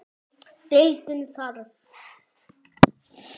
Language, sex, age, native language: Icelandic, male, 10, Icelandic